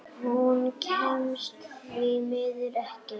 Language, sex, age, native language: Icelandic, female, 8, Icelandic